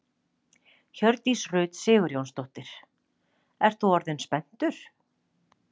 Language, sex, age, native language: Icelandic, female, 40-49, Icelandic